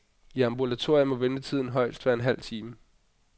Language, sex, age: Danish, male, 25